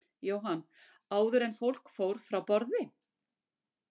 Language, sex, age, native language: Icelandic, female, 60-69, Icelandic